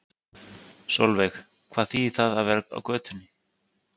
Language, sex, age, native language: Icelandic, male, 30-39, Icelandic